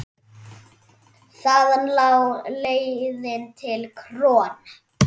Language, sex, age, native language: Icelandic, female, 10, Icelandic